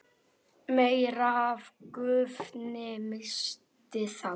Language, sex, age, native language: Icelandic, male, 8, Icelandic